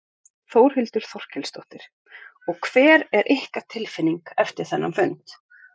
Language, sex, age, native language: Icelandic, female, 30-39, Icelandic